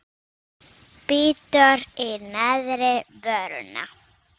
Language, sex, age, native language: Icelandic, female, 6, Icelandic